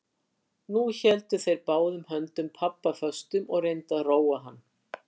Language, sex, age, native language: Icelandic, female, 60-69, Icelandic